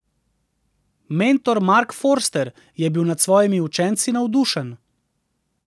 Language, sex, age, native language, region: Slovenian, male, 30-49, Slovenian, Central Slovenia